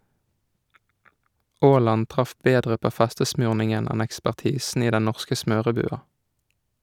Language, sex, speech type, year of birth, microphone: Norwegian, male, read, 1987, Shure